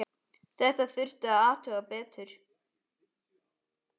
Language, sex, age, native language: Icelandic, female, 10, Icelandic